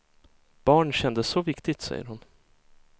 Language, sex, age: Swedish, male, 23